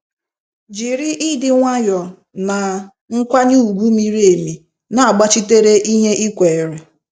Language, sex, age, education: Igbo, female, 15-29, tertiary